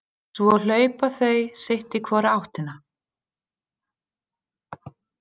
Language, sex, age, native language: Icelandic, female, 40-49, Icelandic